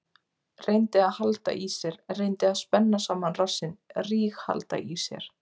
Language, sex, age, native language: Icelandic, female, 20-29, Icelandic